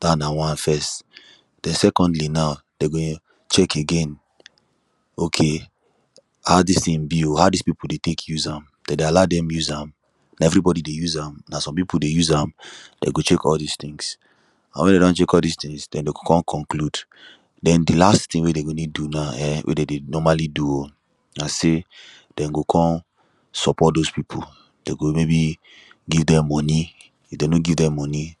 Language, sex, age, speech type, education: Nigerian Pidgin, male, 15-29, spontaneous, tertiary